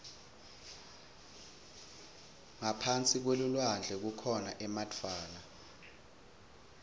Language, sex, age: Swati, male, 21